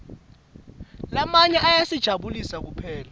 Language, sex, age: Swati, male, 18